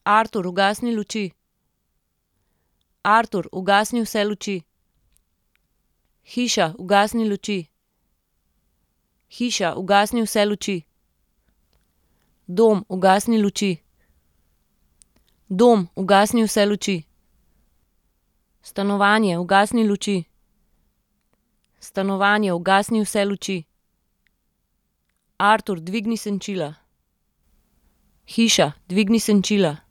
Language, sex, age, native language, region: Slovenian, female, 30-49, Slovenian, Central Slovenia